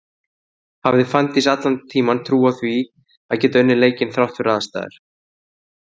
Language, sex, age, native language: Icelandic, male, 30-39, Icelandic